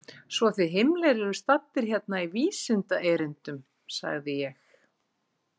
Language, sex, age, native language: Icelandic, female, 40-49, Icelandic